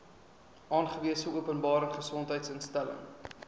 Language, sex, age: Afrikaans, male, 23